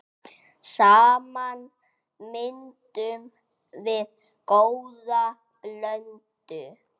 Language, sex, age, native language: Icelandic, male, 6, Icelandic